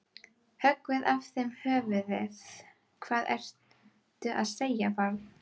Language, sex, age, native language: Icelandic, female, 12, Icelandic